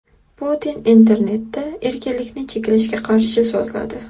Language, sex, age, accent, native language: Uzbek, female, 25-34, Qashqadaryo, Uzbek